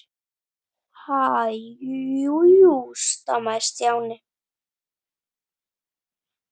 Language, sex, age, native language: Icelandic, female, 8, Icelandic